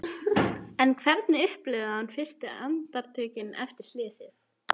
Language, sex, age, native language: Icelandic, female, 14, Icelandic